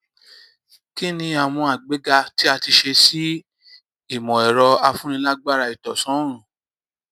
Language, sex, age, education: Yoruba, male, 30-45, tertiary